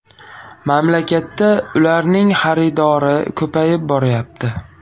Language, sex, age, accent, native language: Uzbek, male, 18-24, Farg'ona, Uzbek